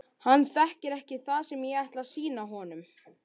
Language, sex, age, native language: Icelandic, male, 12, Icelandic